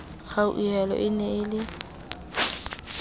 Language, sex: Southern Sotho, female